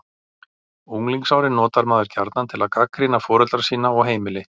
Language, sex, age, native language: Icelandic, male, 40-49, Icelandic